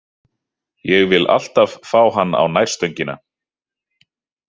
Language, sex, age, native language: Icelandic, male, 30-39, Icelandic